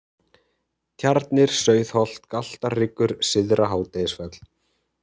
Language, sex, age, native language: Icelandic, male, 30-39, Icelandic